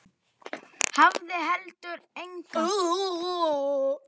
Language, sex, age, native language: Icelandic, male, 8, Icelandic